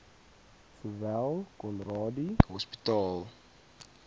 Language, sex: Afrikaans, male